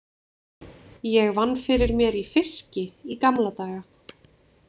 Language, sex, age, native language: Icelandic, female, 20-29, Icelandic